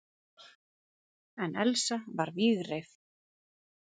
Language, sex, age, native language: Icelandic, female, 30-39, Icelandic